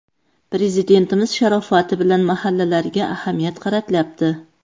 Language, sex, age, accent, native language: Uzbek, female, 35+, Qoraqalpog'iston, Karakalpak